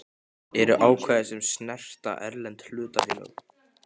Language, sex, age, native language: Icelandic, male, 15, Icelandic